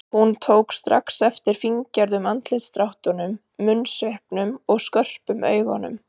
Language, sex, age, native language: Icelandic, female, 30-39, Icelandic